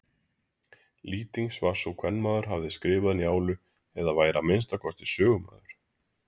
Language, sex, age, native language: Icelandic, male, 30-39, Icelandic